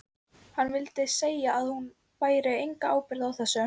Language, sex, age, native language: Icelandic, female, 12, Icelandic